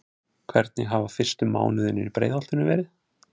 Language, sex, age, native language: Icelandic, male, 30-39, Icelandic